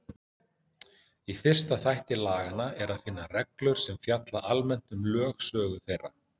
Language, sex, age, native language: Icelandic, male, 40-49, Icelandic